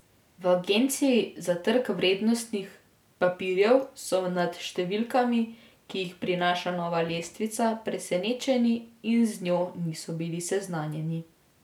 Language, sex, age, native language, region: Slovenian, female, 18-29, Slovenian, Drava region